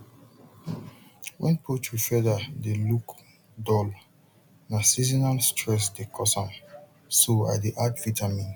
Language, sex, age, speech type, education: Nigerian Pidgin, male, 30-45, spontaneous, tertiary